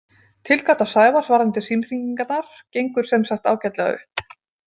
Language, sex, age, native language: Icelandic, female, 40-49, Icelandic